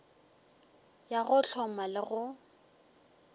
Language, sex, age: Northern Sotho, female, 23